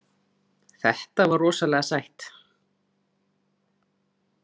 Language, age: Icelandic, 40-49